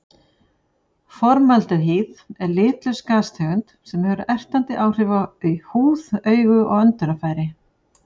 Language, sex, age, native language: Icelandic, female, 40-49, Icelandic